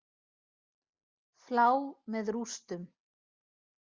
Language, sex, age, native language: Icelandic, female, 40-49, Icelandic